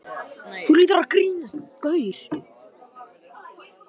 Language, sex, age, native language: Icelandic, male, 18-19, Vietnamese